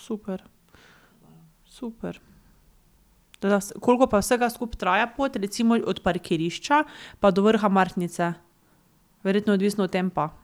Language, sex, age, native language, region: Slovenian, female, 18-29, Slovenian, Drava region